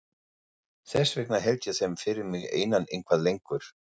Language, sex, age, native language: Icelandic, male, 40-49, German